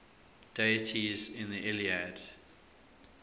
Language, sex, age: English, male, 24